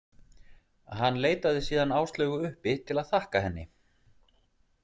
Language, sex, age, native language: Icelandic, male, 40-49, Icelandic